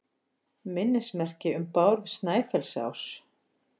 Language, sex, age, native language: Icelandic, female, 50-59, Icelandic